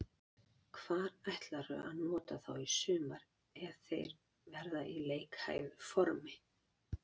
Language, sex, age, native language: Icelandic, female, 40-49, Icelandic